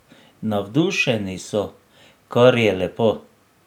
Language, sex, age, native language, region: Slovenian, male, 60+, Slovenian, Drava region